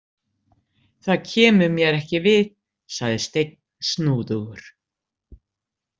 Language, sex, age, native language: Icelandic, female, 60-69, Icelandic